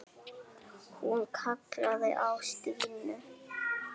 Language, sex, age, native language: Icelandic, female, 7, Icelandic